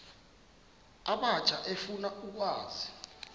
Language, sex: Xhosa, male